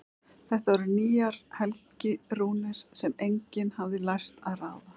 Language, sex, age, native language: Icelandic, female, 11, Icelandic